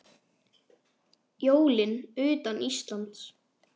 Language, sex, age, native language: Icelandic, male, 10, Icelandic